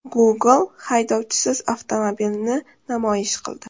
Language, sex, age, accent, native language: Uzbek, female, under 19, Toshkent shahri, Uzbek